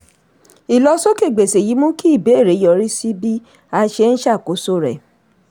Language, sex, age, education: Yoruba, female, 30-45, tertiary